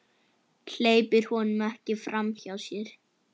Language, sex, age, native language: Icelandic, male, 9, Icelandic